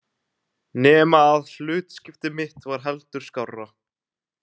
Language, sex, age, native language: Icelandic, male, 20-29, Icelandic